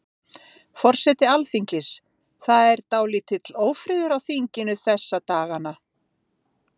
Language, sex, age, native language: Icelandic, female, 50-59, Icelandic